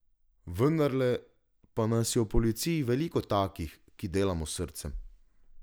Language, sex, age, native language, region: Slovenian, male, 18-29, Slovenian, Drava region